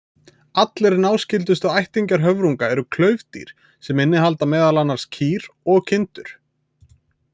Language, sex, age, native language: Icelandic, male, 20-29, Icelandic